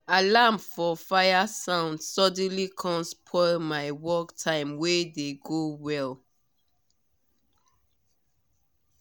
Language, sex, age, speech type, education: Nigerian Pidgin, female, 30-45, spontaneous, tertiary